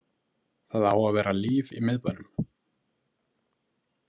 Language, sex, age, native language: Icelandic, male, 20-29, Icelandic